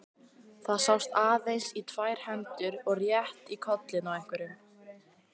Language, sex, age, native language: Icelandic, female, 18-19, Icelandic